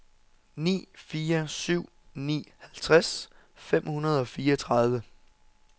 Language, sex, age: Danish, male, 27